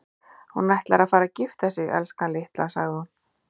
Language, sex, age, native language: Icelandic, female, 40-49, Icelandic